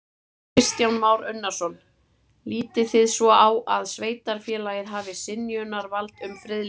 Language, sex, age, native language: Icelandic, male, 30-39, Icelandic